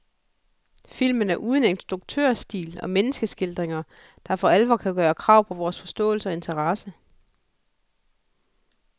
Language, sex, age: Danish, female, 41